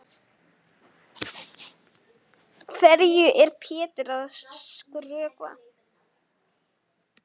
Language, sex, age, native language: Icelandic, female, 8, Icelandic